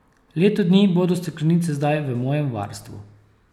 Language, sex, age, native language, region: Slovenian, male, 30-49, Slovenian, Posavska region